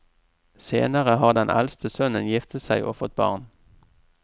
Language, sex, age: Norwegian, male, 44